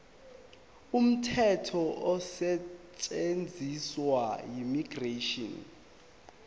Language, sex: Zulu, male